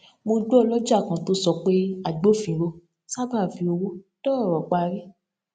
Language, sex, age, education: Yoruba, female, 15-29, tertiary